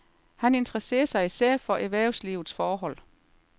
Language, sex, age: Danish, female, 38